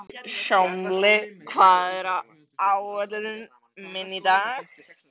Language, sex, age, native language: Icelandic, male, 13, Icelandic